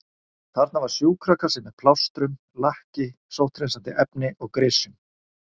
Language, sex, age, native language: Icelandic, male, 40-49, Icelandic